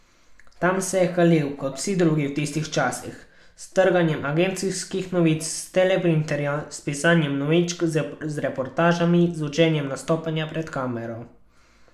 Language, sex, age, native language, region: Slovenian, male, 12-17, Slovenian, Carinthia region